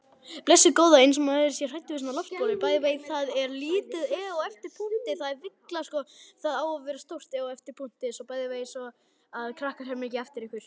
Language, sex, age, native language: Icelandic, male, 11, Icelandic